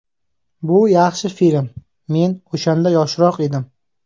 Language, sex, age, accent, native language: Uzbek, male, 19-29, Samarqand, Uzbek